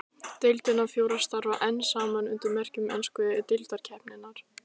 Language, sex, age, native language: Icelandic, female, 16, Icelandic